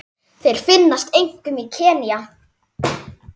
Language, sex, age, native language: Icelandic, female, 10, Icelandic